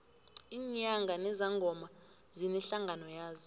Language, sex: South Ndebele, female